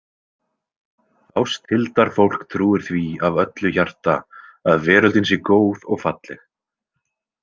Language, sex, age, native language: Icelandic, male, 20-29, Icelandic